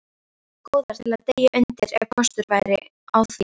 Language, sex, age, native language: Icelandic, female, 13, Icelandic